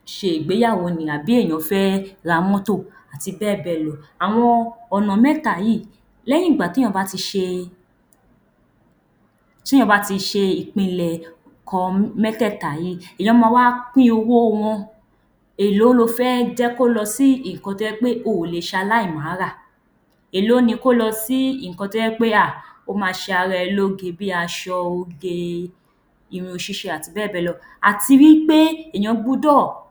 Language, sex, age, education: Yoruba, female, 15-29, tertiary